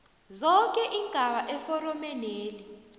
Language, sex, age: South Ndebele, female, 29